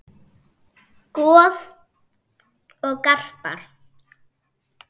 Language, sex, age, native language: Icelandic, female, 6, Icelandic